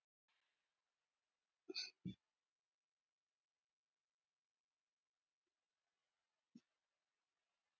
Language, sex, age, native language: Icelandic, female, 30-39, Icelandic